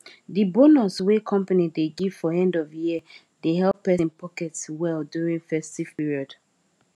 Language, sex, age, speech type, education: Nigerian Pidgin, female, 15-29, spontaneous, tertiary